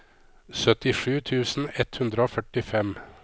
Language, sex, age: Norwegian, male, 53